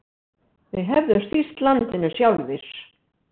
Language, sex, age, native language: Icelandic, female, 60-69, Icelandic